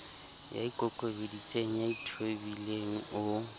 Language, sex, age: Southern Sotho, male, 23